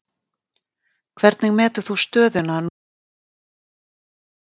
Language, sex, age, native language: Icelandic, female, 40-49, Icelandic